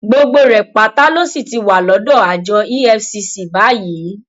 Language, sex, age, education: Yoruba, female, 15-29, tertiary